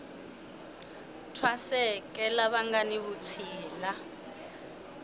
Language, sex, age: Tsonga, female, 22